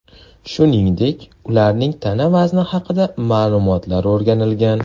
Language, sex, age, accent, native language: Uzbek, male, 18-24, Toshkent shahri, Uzbek